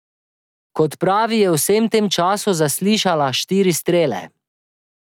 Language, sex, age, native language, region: Slovenian, male, 30-49, Slovenian, Drava region